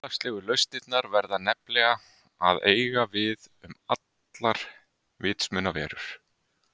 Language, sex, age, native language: Icelandic, male, 30-39, Icelandic